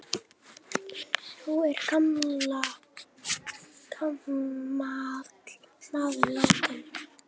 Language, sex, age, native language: Icelandic, female, 9, Icelandic